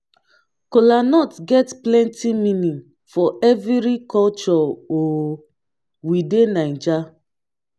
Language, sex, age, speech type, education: Nigerian Pidgin, female, 30-45, spontaneous, tertiary